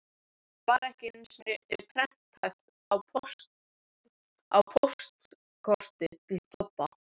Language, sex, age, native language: Icelandic, male, 13, Icelandic